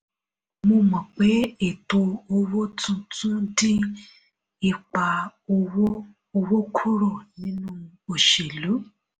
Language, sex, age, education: Yoruba, female, 30-45, tertiary